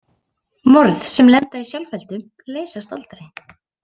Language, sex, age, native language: Icelandic, female, 30-39, Icelandic